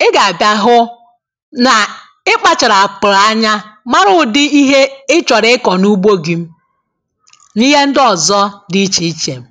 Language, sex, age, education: Igbo, female, 30-45, tertiary